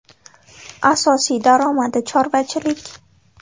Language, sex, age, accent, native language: Uzbek, female, 19-29, Toshkent viloyati, Uzbek